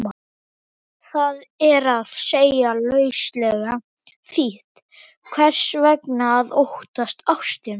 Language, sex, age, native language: Icelandic, male, 18-19, Icelandic